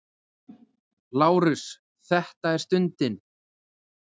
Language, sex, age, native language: Icelandic, male, 20-29, Icelandic